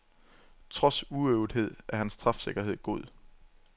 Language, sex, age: Danish, male, 27